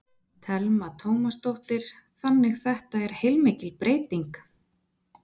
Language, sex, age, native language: Icelandic, female, 20-29, Icelandic